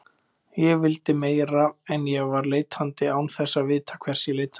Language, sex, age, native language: Icelandic, male, 20-29, Icelandic